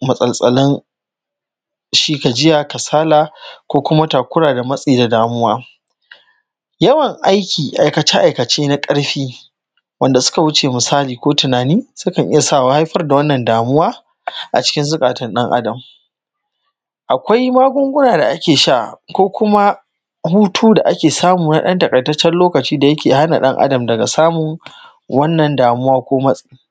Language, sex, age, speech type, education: Hausa, male, 15-29, spontaneous, primary